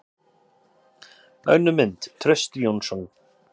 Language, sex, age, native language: Icelandic, male, 30-39, Icelandic